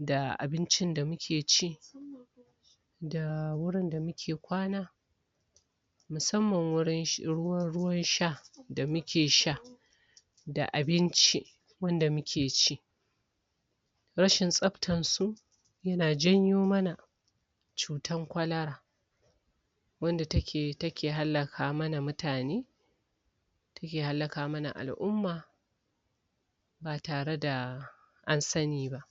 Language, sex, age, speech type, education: Hausa, female, 46-60, spontaneous, tertiary